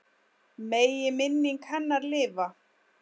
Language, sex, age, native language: Icelandic, female, 10, Icelandic